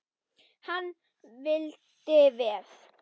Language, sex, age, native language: Icelandic, female, 10, Icelandic